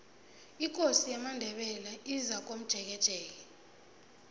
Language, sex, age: South Ndebele, female, 22